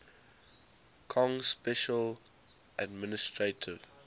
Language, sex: English, male